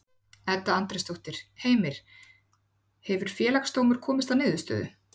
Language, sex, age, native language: Icelandic, female, 40-49, Icelandic